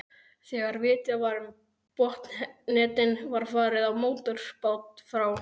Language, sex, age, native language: Icelandic, male, 12, Icelandic